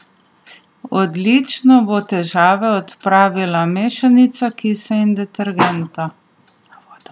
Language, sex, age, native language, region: Slovenian, female, 30-49, Slovenian, Southeast Slovenia